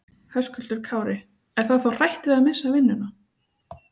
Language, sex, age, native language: Icelandic, female, 30-39, Icelandic